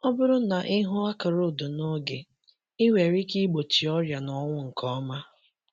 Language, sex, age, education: Igbo, male, 15-29, secondary